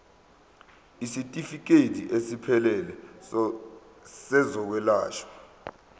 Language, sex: Zulu, male